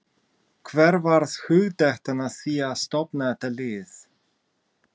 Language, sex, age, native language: Icelandic, male, 30-39, Russian